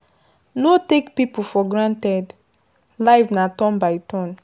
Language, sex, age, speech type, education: Nigerian Pidgin, female, 15-29, spontaneous, tertiary